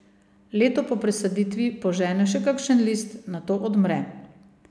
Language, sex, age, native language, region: Slovenian, female, 50-59, Slovenian, Savinja region